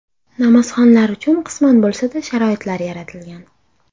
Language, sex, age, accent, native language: Uzbek, female, 18-24, Andijon, Uzbek